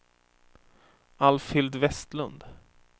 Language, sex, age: Swedish, male, 24